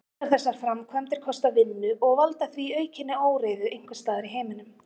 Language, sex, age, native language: Icelandic, female, 30-39, Icelandic